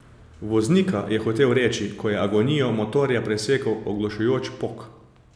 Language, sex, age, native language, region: Slovenian, male, 30-49, Slovenian, Savinja region